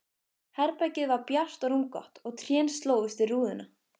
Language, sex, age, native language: Icelandic, female, 15, Icelandic